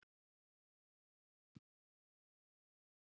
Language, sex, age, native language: Icelandic, male, 50-59, Icelandic